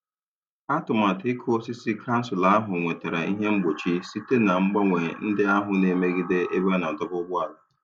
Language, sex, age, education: Igbo, male, 30-45, tertiary